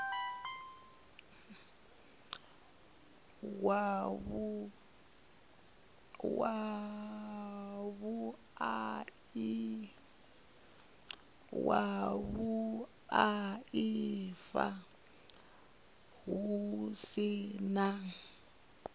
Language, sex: Venda, female